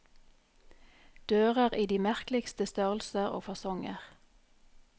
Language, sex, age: Norwegian, female, 44